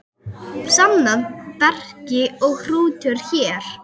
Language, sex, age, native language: Icelandic, female, 8, Icelandic